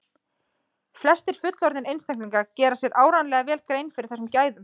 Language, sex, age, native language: Icelandic, female, 20-29, Icelandic